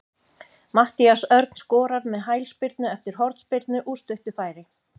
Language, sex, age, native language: Icelandic, female, 50-59, Icelandic